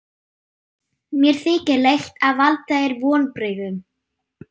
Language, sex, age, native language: Icelandic, female, 9, German